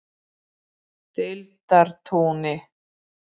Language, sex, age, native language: Icelandic, female, 40-49, Icelandic